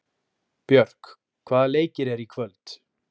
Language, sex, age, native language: Icelandic, male, 20-29, Icelandic